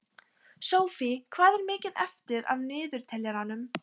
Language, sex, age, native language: Icelandic, female, 15, Icelandic